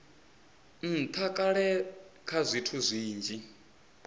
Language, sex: Venda, male